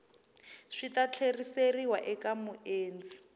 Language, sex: Tsonga, female